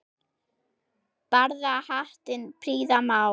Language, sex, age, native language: Icelandic, female, 6, German